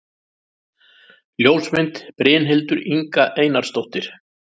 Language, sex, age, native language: Icelandic, male, 60-69, Icelandic